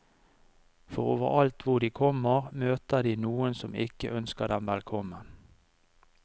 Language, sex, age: Norwegian, male, 49